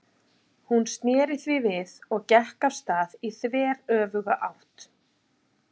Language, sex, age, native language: Icelandic, female, 40-49, Icelandic